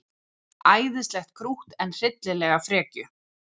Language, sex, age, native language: Icelandic, female, 20-29, Icelandic